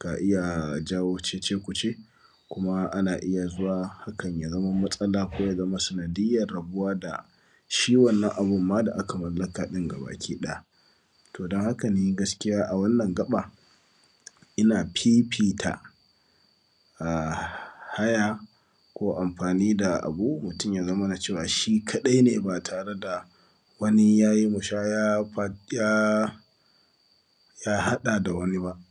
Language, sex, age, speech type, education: Hausa, male, 15-29, spontaneous, primary